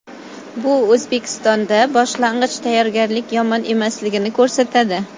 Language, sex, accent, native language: Uzbek, female, Toshkent shahri, Uzbek